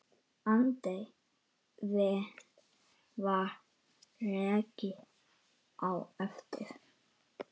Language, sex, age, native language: Icelandic, male, 8, Icelandic